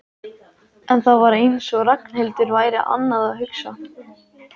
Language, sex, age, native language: Icelandic, male, 14, Icelandic